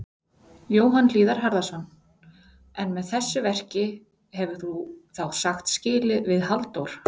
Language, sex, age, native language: Icelandic, female, 40-49, Icelandic